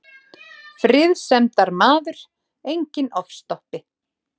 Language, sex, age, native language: Icelandic, female, 30-39, Icelandic